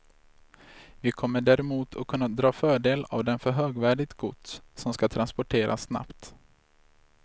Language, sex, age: Swedish, male, 26